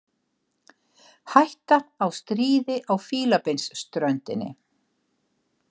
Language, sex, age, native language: Icelandic, female, 60-69, Icelandic